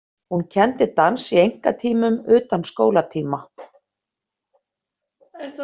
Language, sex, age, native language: Icelandic, female, 50-59, Icelandic